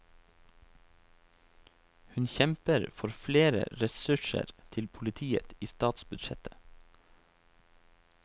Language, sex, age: Norwegian, male, 28